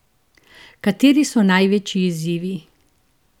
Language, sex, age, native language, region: Slovenian, female, 50-59, Slovenian, Central Slovenia